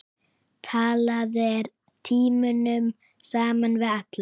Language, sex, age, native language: Icelandic, female, 9, Icelandic